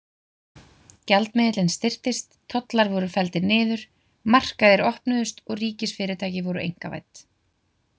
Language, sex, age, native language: Icelandic, female, 20-29, Icelandic